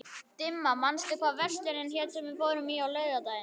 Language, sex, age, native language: Icelandic, male, 11, Icelandic